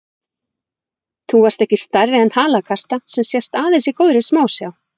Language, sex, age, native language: Icelandic, female, 40-49, Icelandic